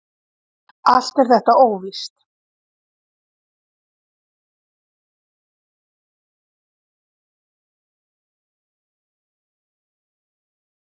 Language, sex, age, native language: Icelandic, female, 30-39, Icelandic